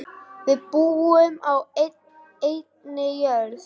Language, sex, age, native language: Icelandic, female, 9, Icelandic